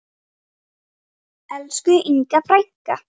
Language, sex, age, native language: Icelandic, female, 10, Icelandic